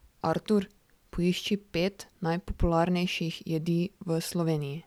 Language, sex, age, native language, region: Slovenian, female, 18-29, Slovenian, Drava region